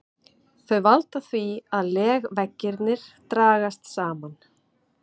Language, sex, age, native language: Icelandic, female, 30-39, Icelandic